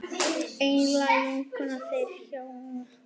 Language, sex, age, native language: Icelandic, female, 8, Icelandic